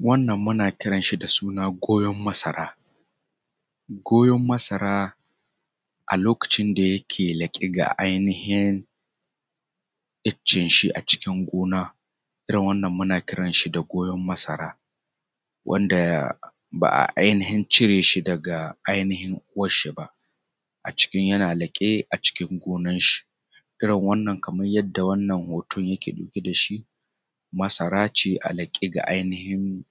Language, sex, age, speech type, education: Hausa, male, 30-45, spontaneous, tertiary